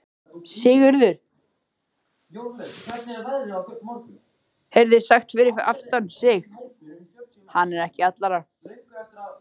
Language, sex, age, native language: Icelandic, male, 13, Icelandic